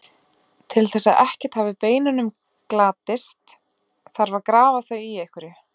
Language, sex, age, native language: Icelandic, female, 20-29, Icelandic